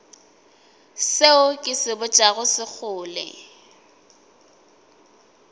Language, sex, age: Northern Sotho, female, 20